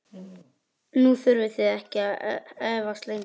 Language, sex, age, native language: Icelandic, male, 11, Icelandic